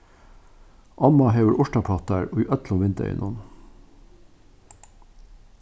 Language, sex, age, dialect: Faroese, male, 61+, Norðuroyggjar